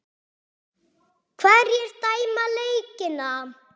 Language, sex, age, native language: Icelandic, male, 6, Icelandic